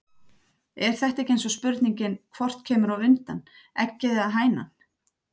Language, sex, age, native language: Icelandic, female, 30-39, Icelandic